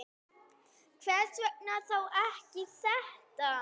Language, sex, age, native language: Icelandic, female, 8, Icelandic